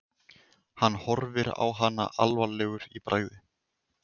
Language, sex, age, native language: Icelandic, male, 20-29, Icelandic